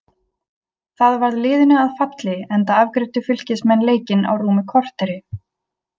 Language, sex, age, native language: Icelandic, female, 20-29, Icelandic